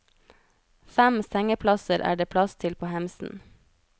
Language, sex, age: Norwegian, female, 33